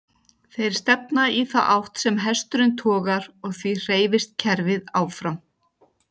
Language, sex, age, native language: Icelandic, female, 40-49, Icelandic